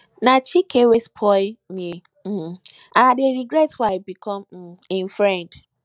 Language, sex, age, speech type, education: Nigerian Pidgin, female, 15-29, spontaneous, tertiary